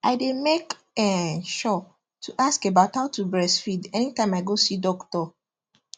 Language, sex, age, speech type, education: Nigerian Pidgin, female, 15-29, spontaneous, tertiary